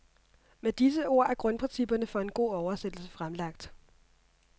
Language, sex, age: Danish, female, 26